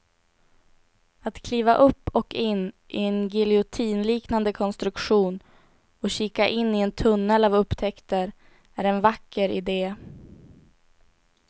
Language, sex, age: Swedish, female, 18